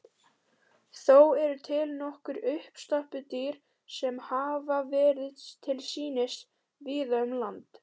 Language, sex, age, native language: Icelandic, female, 18-19, Icelandic